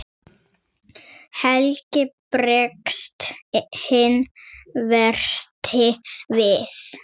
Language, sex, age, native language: Icelandic, female, 6, Icelandic